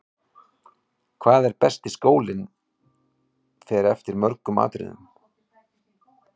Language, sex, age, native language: Icelandic, male, 40-49, Icelandic